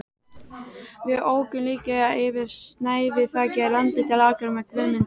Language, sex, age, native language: Icelandic, female, 12, Icelandic